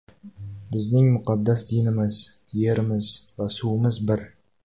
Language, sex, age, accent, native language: Uzbek, male, 18-24, Jizzax, Uzbek